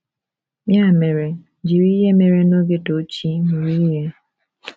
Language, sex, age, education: Igbo, female, 15-29, tertiary